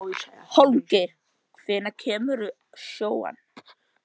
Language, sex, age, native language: Icelandic, male, 13, Icelandic